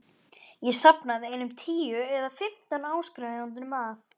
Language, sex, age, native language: Icelandic, female, 11, Icelandic